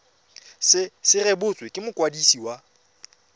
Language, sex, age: Tswana, male, 24